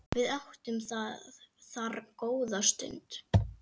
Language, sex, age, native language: Icelandic, female, 8, Icelandic